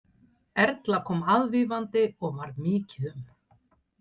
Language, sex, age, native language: Icelandic, female, 60-69, Icelandic